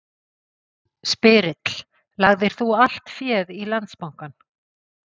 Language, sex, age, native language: Icelandic, female, 50-59, Icelandic